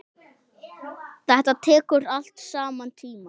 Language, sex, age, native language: Icelandic, male, 6, Icelandic